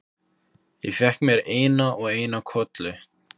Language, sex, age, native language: Icelandic, male, 15, Icelandic